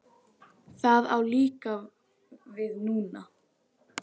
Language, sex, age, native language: Icelandic, female, 10, Icelandic